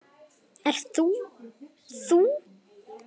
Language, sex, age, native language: Icelandic, female, 9, Icelandic